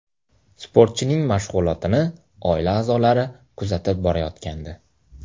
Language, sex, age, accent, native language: Uzbek, male, 19-29, Namangan, Uzbek